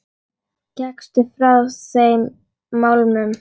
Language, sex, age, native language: Icelandic, female, 10, Icelandic